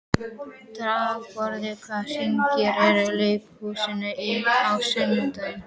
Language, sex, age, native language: Icelandic, male, 12, Icelandic